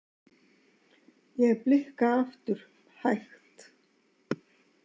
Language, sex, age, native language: Icelandic, female, 60-69, Icelandic